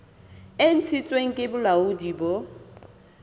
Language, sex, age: Southern Sotho, female, 27